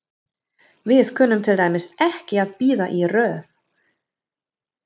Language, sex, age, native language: Icelandic, female, 40-49, German